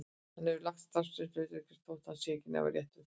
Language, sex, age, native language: Icelandic, female, 60-69, Icelandic